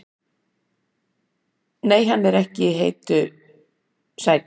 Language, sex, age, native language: Icelandic, female, 60-69, Icelandic